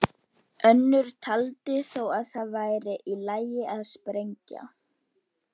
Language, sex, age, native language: Icelandic, female, 11, Icelandic